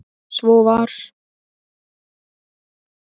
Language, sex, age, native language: Icelandic, male, 8, Icelandic